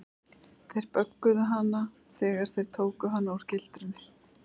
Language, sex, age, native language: Icelandic, female, 11, Icelandic